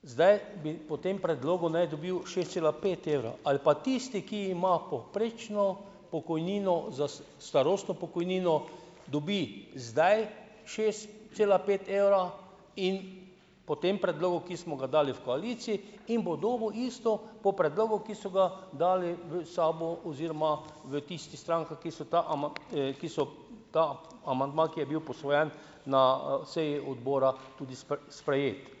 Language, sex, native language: Slovenian, male, Slovenian